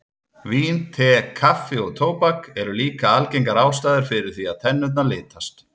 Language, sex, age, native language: Icelandic, male, 30-39, Icelandic